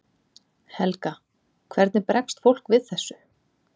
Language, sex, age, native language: Icelandic, female, 30-39, Icelandic